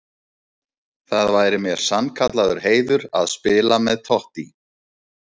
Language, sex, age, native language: Icelandic, male, 30-39, Icelandic